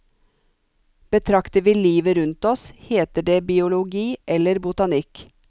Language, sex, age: Norwegian, female, 45